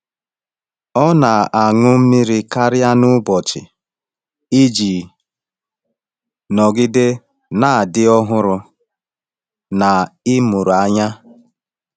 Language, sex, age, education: Igbo, male, 30-45, tertiary